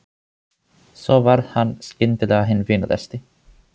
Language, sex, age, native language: Icelandic, male, 18-19, Finnish